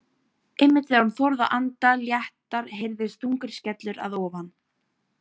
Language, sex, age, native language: Icelandic, female, 18-19, Icelandic